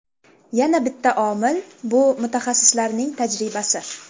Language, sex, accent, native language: Uzbek, female, Qashqadaryo, Uzbek